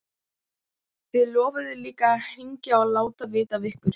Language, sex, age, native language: Icelandic, other, 12, Icelandic